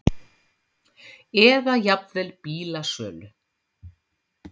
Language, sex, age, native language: Icelandic, female, 50-59, Icelandic